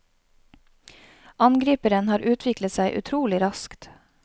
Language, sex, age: Norwegian, female, 31